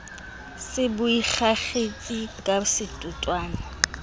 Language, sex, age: Southern Sotho, female, 27